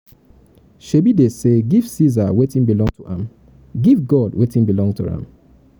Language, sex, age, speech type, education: Nigerian Pidgin, male, 30-45, spontaneous, tertiary